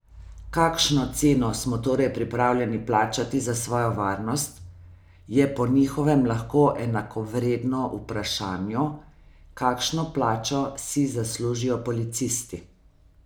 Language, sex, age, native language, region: Slovenian, female, 50-59, Slovenian, Savinja region